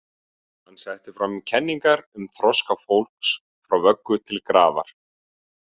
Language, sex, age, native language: Icelandic, male, 30-39, Icelandic